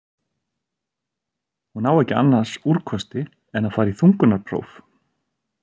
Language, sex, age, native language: Icelandic, male, 30-39, Icelandic